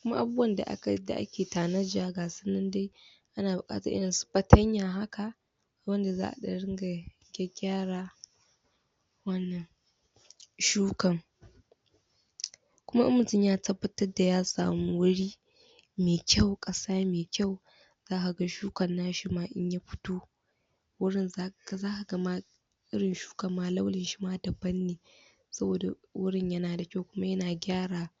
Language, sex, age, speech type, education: Hausa, female, 15-29, spontaneous, tertiary